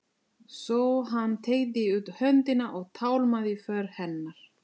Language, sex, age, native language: Icelandic, female, 40-49, Italian